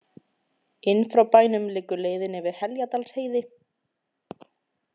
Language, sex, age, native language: Icelandic, female, 20-29, Icelandic